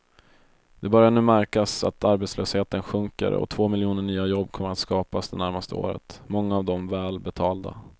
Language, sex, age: Swedish, male, 22